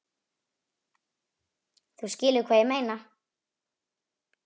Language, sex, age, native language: Icelandic, female, 9, Icelandic